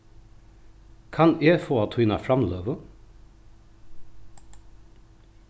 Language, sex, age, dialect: Faroese, male, 36-60, Norðuroyggjar